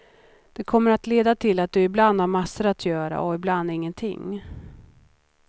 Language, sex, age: Swedish, female, 39